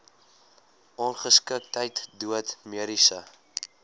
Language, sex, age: Afrikaans, male, 20